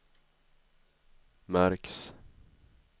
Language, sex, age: Swedish, male, 21